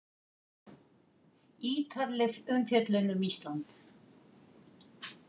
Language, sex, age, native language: Icelandic, female, 50-59, Icelandic